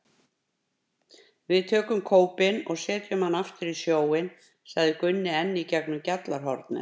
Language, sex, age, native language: Icelandic, female, 50-59, Icelandic